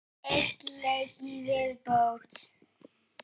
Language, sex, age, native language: Icelandic, male, 8, Icelandic